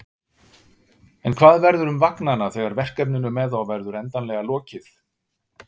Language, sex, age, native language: Icelandic, male, 50-59, Icelandic